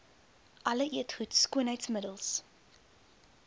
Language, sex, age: Afrikaans, female, 22